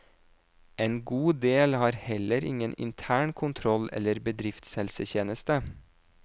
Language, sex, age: Norwegian, male, 26